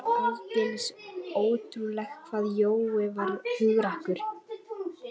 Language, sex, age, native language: Icelandic, female, 11, Icelandic